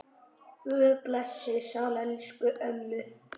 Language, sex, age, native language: Icelandic, male, 10, Icelandic